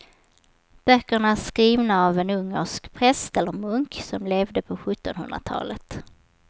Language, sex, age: Swedish, female, 27